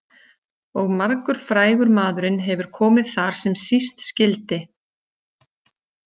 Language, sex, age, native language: Icelandic, female, 40-49, Icelandic